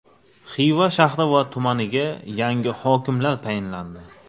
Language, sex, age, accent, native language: Uzbek, male, 25-34, Navoiy, Uzbek